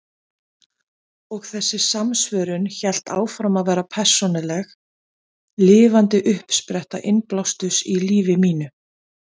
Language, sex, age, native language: Icelandic, female, 40-49, Icelandic